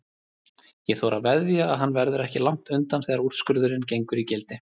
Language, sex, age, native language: Icelandic, male, 30-39, Icelandic